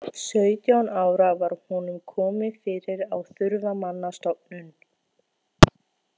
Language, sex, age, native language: Icelandic, female, 20-29, Icelandic